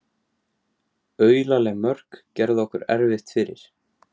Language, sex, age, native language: Icelandic, male, 17, Icelandic